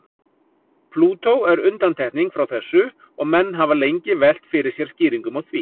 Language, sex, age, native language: Icelandic, male, 40-49, Icelandic